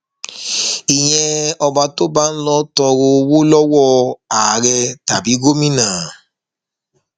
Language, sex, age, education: Yoruba, male, 30-45, tertiary